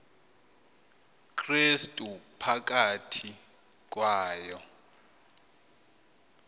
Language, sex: Xhosa, male